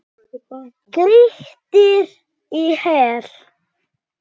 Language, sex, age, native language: Icelandic, male, 9, Icelandic